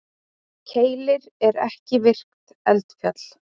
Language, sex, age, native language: Icelandic, female, 30-39, Icelandic